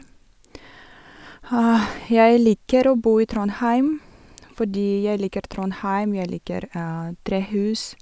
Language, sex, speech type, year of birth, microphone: Norwegian, female, spontaneous, 1982, Sennheiser